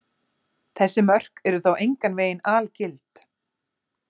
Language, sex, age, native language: Icelandic, female, 40-49, Icelandic